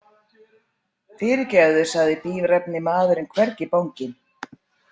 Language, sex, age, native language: Icelandic, female, 40-49, Icelandic